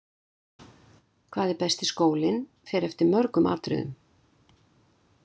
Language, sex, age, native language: Icelandic, female, 60-69, Icelandic